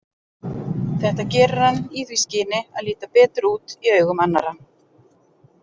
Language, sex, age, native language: Icelandic, female, 40-49, Icelandic